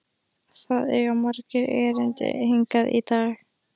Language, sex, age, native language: Icelandic, female, 13, Icelandic